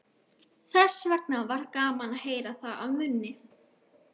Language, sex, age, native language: Icelandic, female, 12, Icelandic